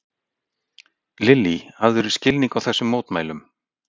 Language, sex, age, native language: Icelandic, male, 60-69, Icelandic